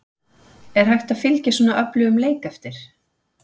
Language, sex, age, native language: Icelandic, female, 40-49, Icelandic